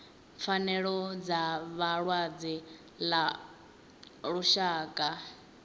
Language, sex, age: Venda, female, 20